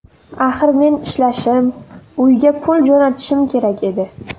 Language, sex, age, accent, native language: Uzbek, female, under 19, Navoiy, Uzbek